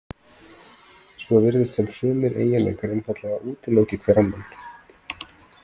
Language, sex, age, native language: Icelandic, male, 30-39, Icelandic